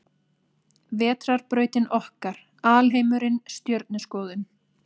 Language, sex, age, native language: Icelandic, female, 30-39, Icelandic